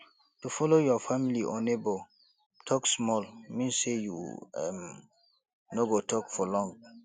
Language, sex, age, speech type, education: Nigerian Pidgin, male, 15-29, spontaneous, tertiary